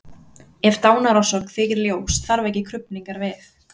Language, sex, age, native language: Icelandic, female, 30-39, Icelandic